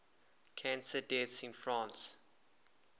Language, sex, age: English, male, 24